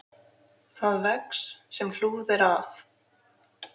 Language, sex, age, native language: Icelandic, female, 20-29, Icelandic